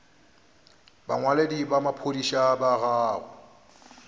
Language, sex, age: Northern Sotho, male, 29